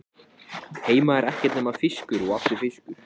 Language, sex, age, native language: Icelandic, male, 14, Icelandic